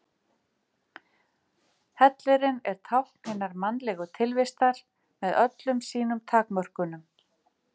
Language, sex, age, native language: Icelandic, female, 50-59, Icelandic